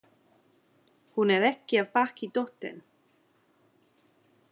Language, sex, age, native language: Icelandic, female, 30-39, English